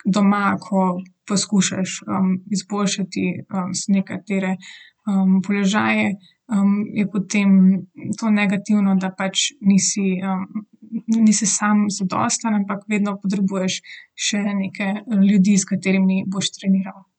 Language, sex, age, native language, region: Slovenian, female, 18-29, Slovenian, Southeast Slovenia